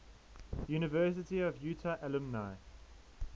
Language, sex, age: English, male, 19